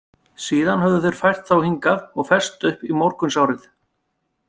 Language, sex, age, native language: Icelandic, male, 50-59, Icelandic